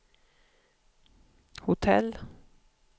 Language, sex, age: Swedish, female, 52